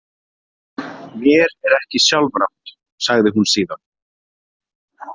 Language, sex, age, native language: Icelandic, male, 20-29, Icelandic